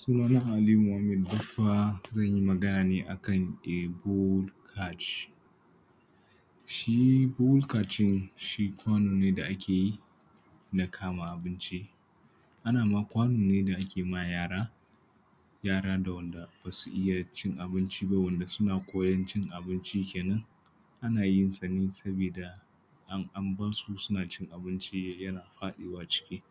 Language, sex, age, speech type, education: Hausa, male, 15-29, spontaneous, primary